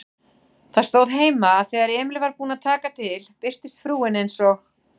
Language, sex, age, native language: Icelandic, female, 40-49, Icelandic